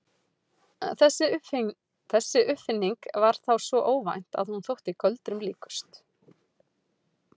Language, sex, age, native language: Icelandic, female, 40-49, Icelandic